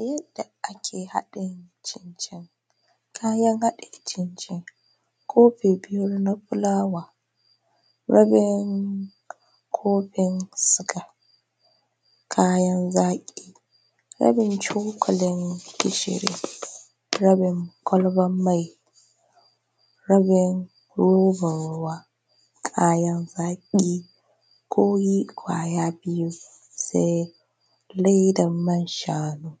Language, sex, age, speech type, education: Hausa, female, 15-29, spontaneous, tertiary